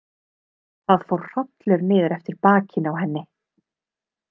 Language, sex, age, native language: Icelandic, female, 30-39, Icelandic